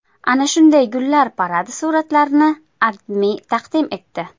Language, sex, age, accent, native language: Uzbek, female, 25-34, Qashqadaryo, Uzbek